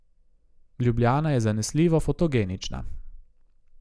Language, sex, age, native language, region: Slovenian, male, 18-29, Slovenian, Gorica region